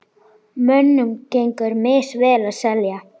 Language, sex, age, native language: Icelandic, female, 10, Icelandic